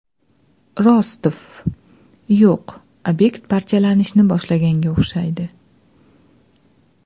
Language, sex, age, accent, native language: Uzbek, female, 25-34, Andijon, Uzbek